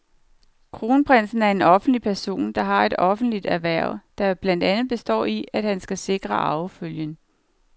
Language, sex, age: Danish, female, 49